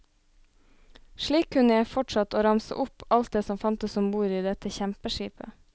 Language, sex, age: Norwegian, female, 26